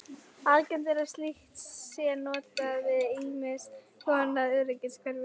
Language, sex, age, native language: Icelandic, female, 40-49, Icelandic